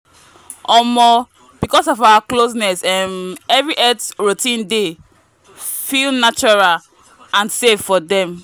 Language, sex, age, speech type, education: Nigerian Pidgin, female, 15-29, spontaneous, tertiary